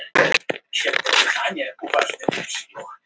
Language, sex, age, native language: Icelandic, female, 18-19, Icelandic